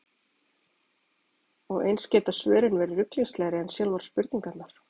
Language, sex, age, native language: Icelandic, female, 40-49, Icelandic